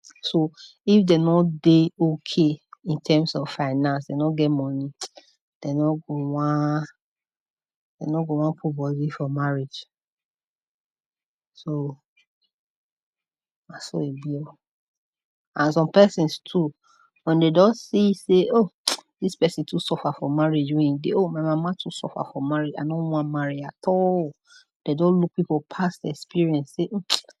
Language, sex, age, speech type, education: Nigerian Pidgin, female, 30-45, spontaneous, tertiary